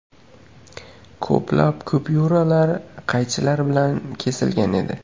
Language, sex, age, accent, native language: Uzbek, male, 18-24, Qashqadaryo, Uzbek